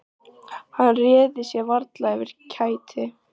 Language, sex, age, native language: Icelandic, female, 14, Icelandic